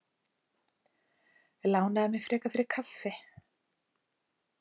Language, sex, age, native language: Icelandic, female, 40-49, Icelandic